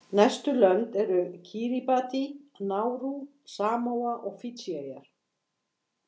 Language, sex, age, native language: Icelandic, female, 50-59, Icelandic